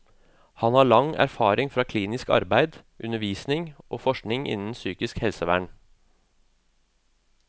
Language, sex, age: Norwegian, male, 36